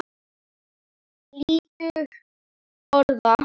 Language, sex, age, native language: Icelandic, male, 10, Icelandic